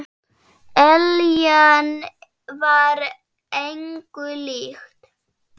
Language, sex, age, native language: Icelandic, female, 7, Icelandic